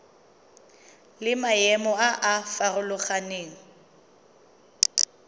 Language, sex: Tswana, female